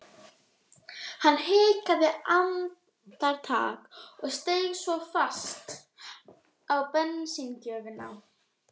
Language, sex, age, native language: Icelandic, female, 12, Icelandic